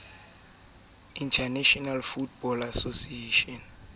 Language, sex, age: Southern Sotho, male, 21